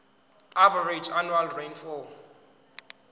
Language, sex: Zulu, male